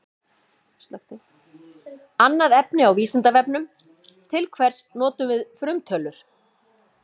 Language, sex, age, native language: Icelandic, female, 50-59, Icelandic